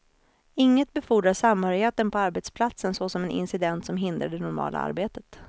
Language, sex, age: Swedish, female, 26